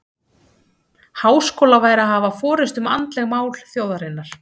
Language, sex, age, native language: Icelandic, female, 30-39, Icelandic